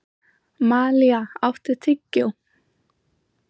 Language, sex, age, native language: Icelandic, female, 20-29, Icelandic